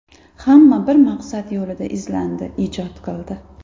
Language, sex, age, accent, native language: Uzbek, female, 25-34, Andijon, Uzbek